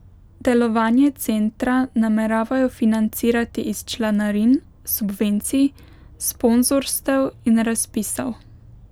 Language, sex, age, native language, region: Slovenian, female, 18-29, Slovenian, Pomurje region